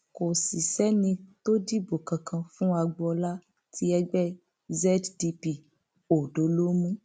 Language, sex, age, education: Yoruba, female, 15-29, tertiary